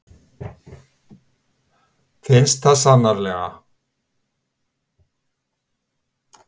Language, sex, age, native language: Icelandic, male, 60-69, Icelandic